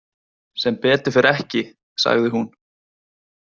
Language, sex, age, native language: Icelandic, male, 20-29, Icelandic